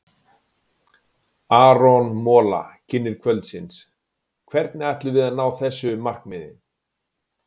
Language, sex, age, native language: Icelandic, male, 40-49, Icelandic